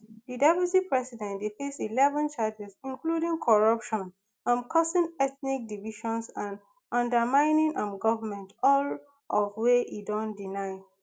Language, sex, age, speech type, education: Nigerian Pidgin, female, 15-29, spontaneous, tertiary